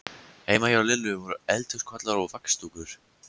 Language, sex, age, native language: Icelandic, male, 14, Icelandic